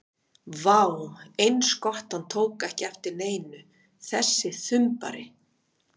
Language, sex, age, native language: Icelandic, female, 50-59, Icelandic